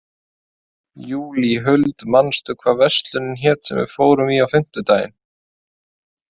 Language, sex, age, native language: Icelandic, male, 20-29, Icelandic